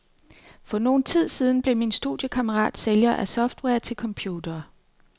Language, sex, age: Danish, female, 39